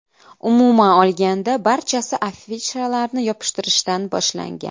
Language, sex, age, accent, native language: Uzbek, female, 25-34, Qashqadaryo, Uzbek